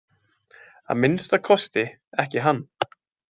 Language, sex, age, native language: Icelandic, male, 20-29, Icelandic